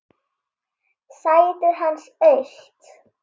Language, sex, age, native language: Icelandic, female, 8, Icelandic